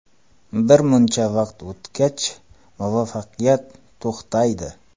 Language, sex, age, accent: Uzbek, male, 25-34, Qoraqalpog'iston